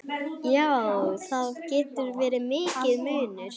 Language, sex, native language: Icelandic, female, Icelandic